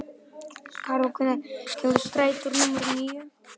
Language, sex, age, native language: Icelandic, male, 11, Icelandic